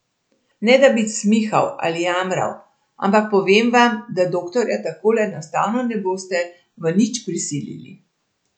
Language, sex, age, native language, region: Slovenian, female, 60+, Slovenian, Central Slovenia